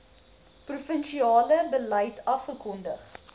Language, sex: Afrikaans, female